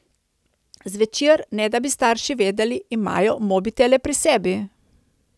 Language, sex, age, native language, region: Slovenian, female, 30-49, Slovenian, Coastal Karst region